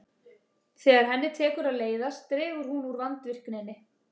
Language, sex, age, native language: Icelandic, female, 30-39, Icelandic